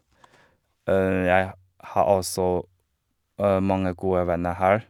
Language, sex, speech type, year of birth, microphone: Norwegian, male, spontaneous, 1985, Shure